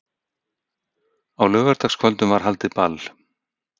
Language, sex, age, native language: Icelandic, male, 60-69, Icelandic